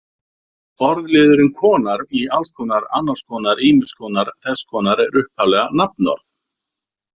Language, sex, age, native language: Icelandic, male, 50-59, Icelandic